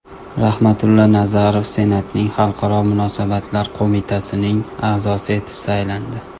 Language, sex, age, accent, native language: Uzbek, male, 19-29, Toshkent shahri, Uzbek